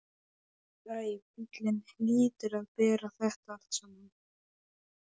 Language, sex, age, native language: Icelandic, male, 11, Polish